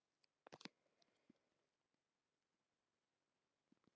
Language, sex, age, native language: Icelandic, male, 13, Icelandic